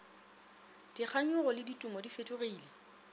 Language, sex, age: Northern Sotho, female, 27